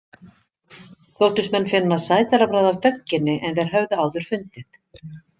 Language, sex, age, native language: Icelandic, female, 50-59, Icelandic